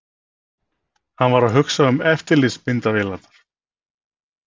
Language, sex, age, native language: Icelandic, male, 60-69, Icelandic